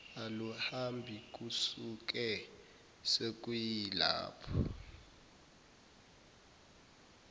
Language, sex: Zulu, male